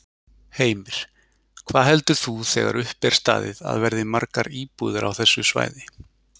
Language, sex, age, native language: Icelandic, male, 40-49, Icelandic